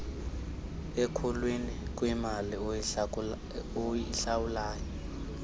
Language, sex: Xhosa, male